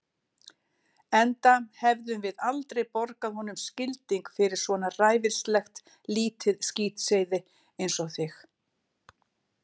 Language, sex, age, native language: Icelandic, female, 60-69, Icelandic